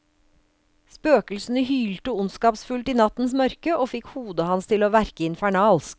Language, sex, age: Norwegian, female, 56